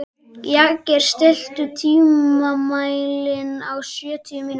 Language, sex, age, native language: Icelandic, male, 12, Icelandic